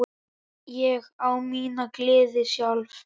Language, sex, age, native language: Icelandic, male, 10, Icelandic